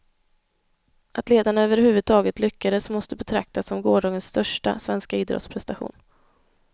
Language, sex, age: Swedish, female, 21